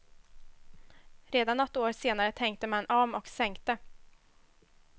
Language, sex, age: Swedish, female, 21